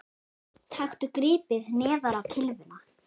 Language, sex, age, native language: Icelandic, female, 8, Icelandic